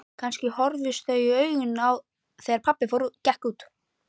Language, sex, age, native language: Icelandic, male, 11, Icelandic